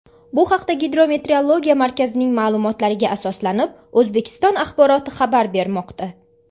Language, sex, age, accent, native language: Uzbek, female, under 19, Farg'ona, Uzbek